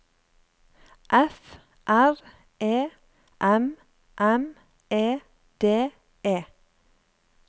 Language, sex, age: Norwegian, female, 35